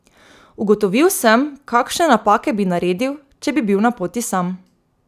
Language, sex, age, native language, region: Slovenian, female, 18-29, Slovenian, Drava region